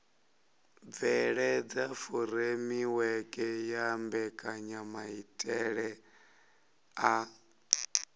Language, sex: Venda, male